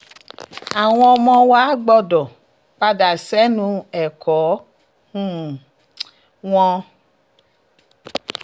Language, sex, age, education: Yoruba, female, 46-60, tertiary